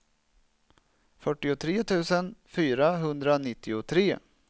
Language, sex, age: Swedish, male, 27